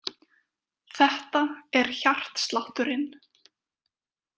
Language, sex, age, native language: Icelandic, female, 20-29, Icelandic